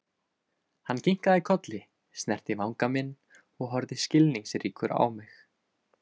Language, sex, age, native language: Icelandic, male, 20-29, Icelandic